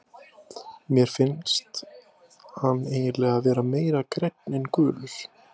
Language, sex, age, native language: Icelandic, male, 20-29, Icelandic